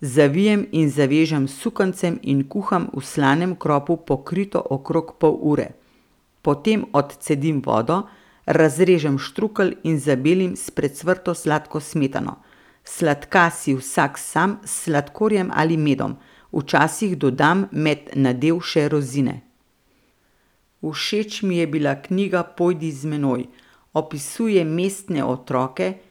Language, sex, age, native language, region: Slovenian, female, 50-59, Slovenian, Central Slovenia